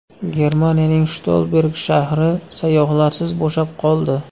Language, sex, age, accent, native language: Uzbek, male, 25-34, Xorazm, Uzbek